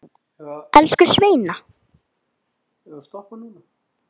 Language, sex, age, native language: Icelandic, female, 8, Icelandic